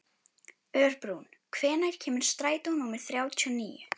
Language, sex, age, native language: Icelandic, female, 11, Icelandic